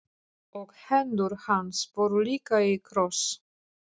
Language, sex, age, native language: Icelandic, female, 40-49, Polish